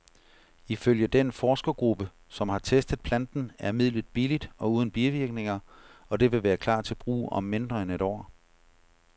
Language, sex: Danish, male